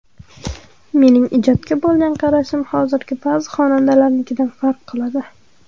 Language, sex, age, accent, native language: Uzbek, female, 18-24, Qashqadaryo, Uzbek